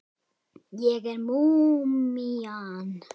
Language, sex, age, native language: Icelandic, female, 8, Icelandic